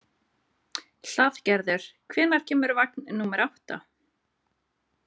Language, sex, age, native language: Icelandic, female, 30-39, Icelandic